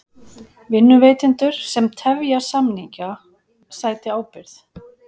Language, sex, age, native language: Icelandic, female, 40-49, Icelandic